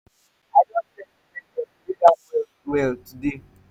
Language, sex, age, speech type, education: Nigerian Pidgin, male, 15-29, spontaneous, tertiary